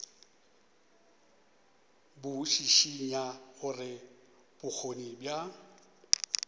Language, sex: Northern Sotho, male